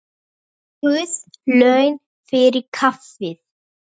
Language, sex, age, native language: Icelandic, male, 9, Icelandic